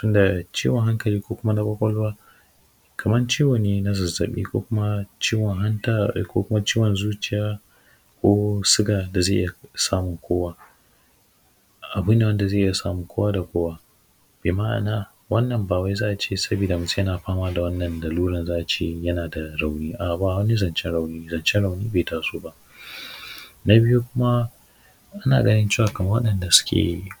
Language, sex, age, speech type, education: Hausa, male, 15-29, spontaneous, secondary